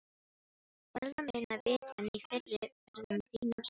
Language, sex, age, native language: Icelandic, female, 18-19, Filipino